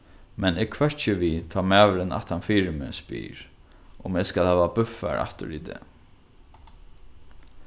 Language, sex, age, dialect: Faroese, male, 15-35, Norðurstreymoy/Eysturoy